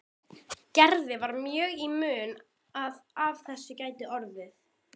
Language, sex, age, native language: Icelandic, female, 12, Icelandic